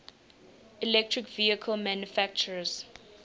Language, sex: English, female